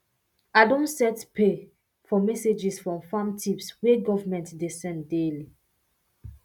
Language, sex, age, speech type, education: Nigerian Pidgin, female, 15-29, spontaneous, secondary